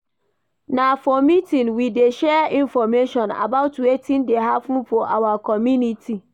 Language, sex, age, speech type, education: Nigerian Pidgin, female, 46-60, read, primary